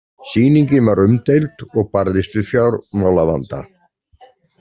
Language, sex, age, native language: Icelandic, male, 40-49, Icelandic